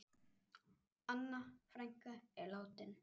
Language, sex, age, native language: Icelandic, male, 10, Icelandic